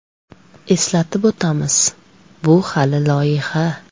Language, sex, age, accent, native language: Uzbek, female, 25-34, Farg'ona, Uzbek